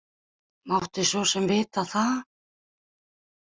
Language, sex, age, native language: Icelandic, female, 30-39, Icelandic